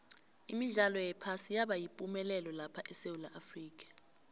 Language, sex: South Ndebele, female